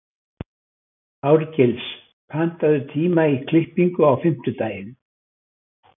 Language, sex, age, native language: Icelandic, male, 80-89, Icelandic